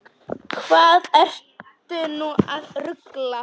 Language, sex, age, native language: Icelandic, female, 10, Polish